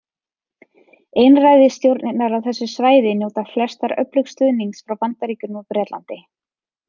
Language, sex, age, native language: Icelandic, female, 30-39, Icelandic